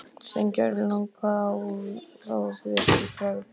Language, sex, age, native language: Icelandic, male, 12, Icelandic